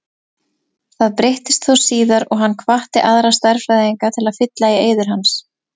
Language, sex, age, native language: Icelandic, female, 20-29, Icelandic